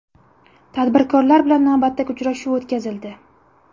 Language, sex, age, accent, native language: Uzbek, female, 18-24, Buxoro, Uzbek